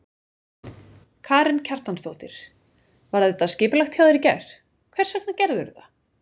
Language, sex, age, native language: Icelandic, female, 20-29, Icelandic